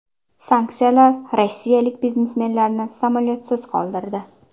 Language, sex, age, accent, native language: Uzbek, female, 19-29, Qashqadaryo, Uzbek